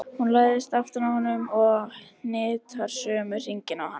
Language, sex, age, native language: Icelandic, female, 70-79, Icelandic